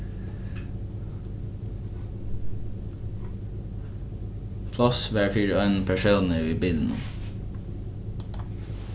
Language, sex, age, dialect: Faroese, male, 15-35, Norðuroyggjar